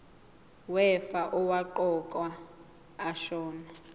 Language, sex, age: Zulu, female, 20